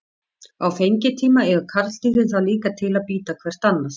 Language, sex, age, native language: Icelandic, female, 50-59, Icelandic